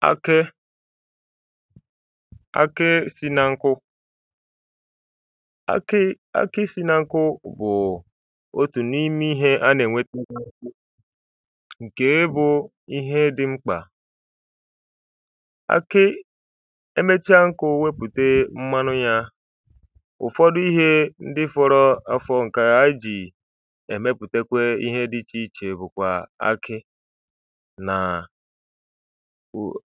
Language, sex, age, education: Igbo, male, 15-29, primary